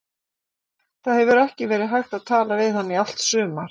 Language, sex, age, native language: Icelandic, female, 40-49, Icelandic